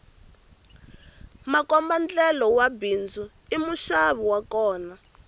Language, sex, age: Tsonga, female, 18